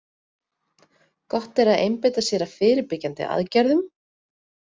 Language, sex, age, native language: Icelandic, female, 30-39, Icelandic